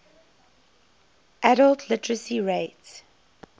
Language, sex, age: English, female, 21